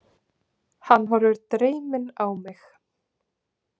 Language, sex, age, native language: Icelandic, female, 20-29, Icelandic